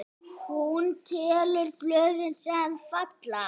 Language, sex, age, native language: Icelandic, female, 6, Icelandic